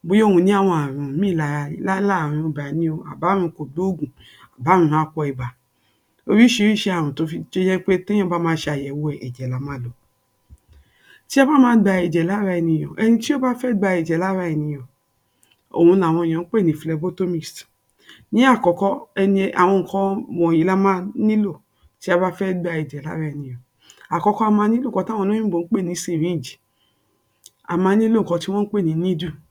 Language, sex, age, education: Yoruba, female, 60+, tertiary